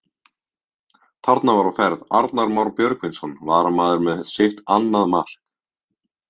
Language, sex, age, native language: Icelandic, male, 18-19, Icelandic